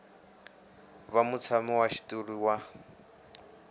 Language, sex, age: Tsonga, male, 18